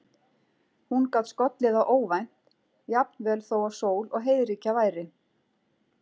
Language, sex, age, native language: Icelandic, female, 40-49, Icelandic